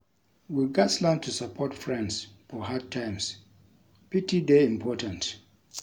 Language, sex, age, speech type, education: Nigerian Pidgin, male, 46-60, read, tertiary